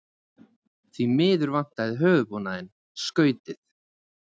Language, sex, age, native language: Icelandic, male, 20-29, Icelandic